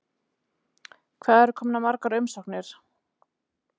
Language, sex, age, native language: Icelandic, female, 30-39, Icelandic